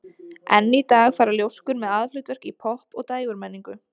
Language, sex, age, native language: Icelandic, female, 20-29, Icelandic